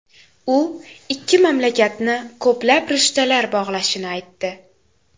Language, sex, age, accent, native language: Uzbek, female, 18-24, Toshkent shahri, Uzbek